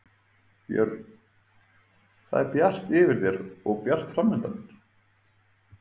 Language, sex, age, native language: Icelandic, male, 30-39, Icelandic